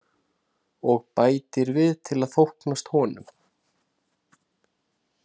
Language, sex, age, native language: Icelandic, male, 30-39, Icelandic